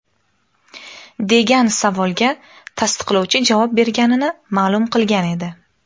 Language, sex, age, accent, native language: Uzbek, female, 19-29, Farg'ona, Uzbek